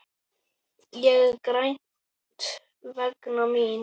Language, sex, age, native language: Icelandic, male, 9, Icelandic